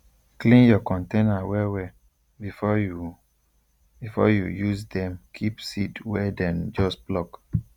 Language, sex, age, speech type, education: Nigerian Pidgin, male, 15-29, spontaneous, tertiary